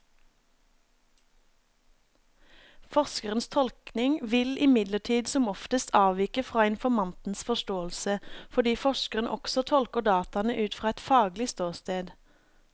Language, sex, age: Norwegian, female, 27